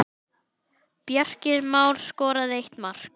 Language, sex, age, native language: Icelandic, male, 10, Icelandic